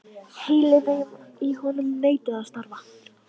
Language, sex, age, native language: Icelandic, female, 13, Icelandic